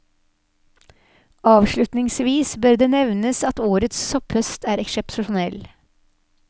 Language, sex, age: Norwegian, female, 46